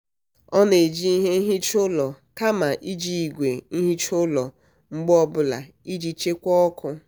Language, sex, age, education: Igbo, female, 30-45, tertiary